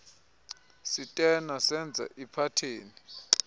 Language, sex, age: Xhosa, male, 24